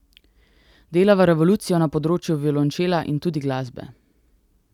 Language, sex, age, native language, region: Slovenian, female, 18-29, Slovenian, Central Slovenia